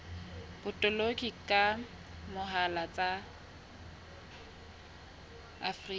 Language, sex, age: Southern Sotho, female, 20